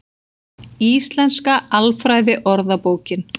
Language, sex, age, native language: Icelandic, female, 40-49, Icelandic